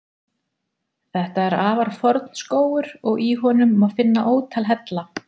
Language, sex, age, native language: Icelandic, female, 40-49, Icelandic